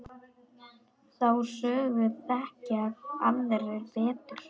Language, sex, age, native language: Icelandic, male, 10, Polish